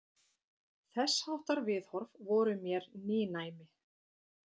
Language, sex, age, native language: Icelandic, female, 50-59, Icelandic